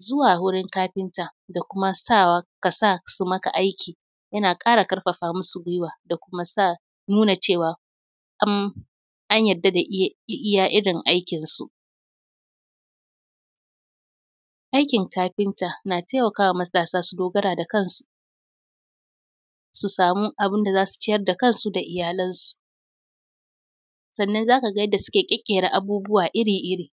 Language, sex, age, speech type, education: Hausa, female, 15-29, spontaneous, tertiary